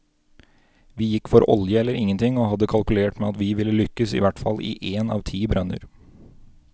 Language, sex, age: Norwegian, male, 29